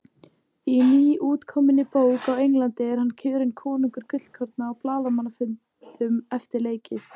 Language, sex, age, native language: Icelandic, female, 18-19, Icelandic